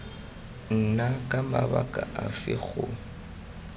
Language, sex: Tswana, male